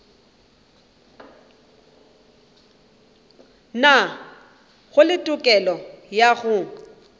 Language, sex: Northern Sotho, female